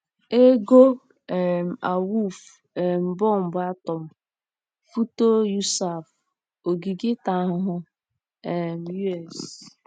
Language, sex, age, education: Igbo, female, 15-29, tertiary